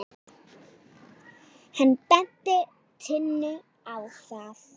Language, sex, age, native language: Icelandic, female, 9, Icelandic